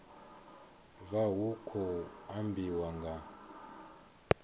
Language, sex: Venda, male